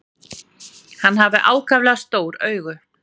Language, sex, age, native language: Icelandic, female, 40-49, Icelandic